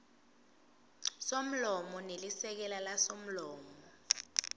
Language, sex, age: Swati, female, 19